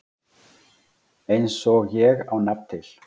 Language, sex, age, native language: Icelandic, male, 40-49, Icelandic